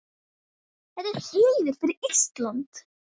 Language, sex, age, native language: Icelandic, female, 10, Icelandic